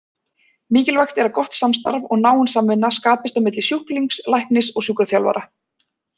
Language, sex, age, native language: Icelandic, female, 20-29, Icelandic